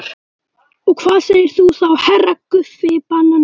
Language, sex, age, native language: Icelandic, male, 18-19, Icelandic